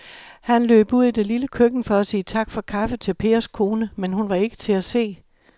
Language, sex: Danish, male